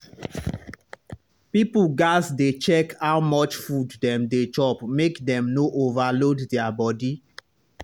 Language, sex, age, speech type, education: Nigerian Pidgin, male, 30-45, spontaneous, tertiary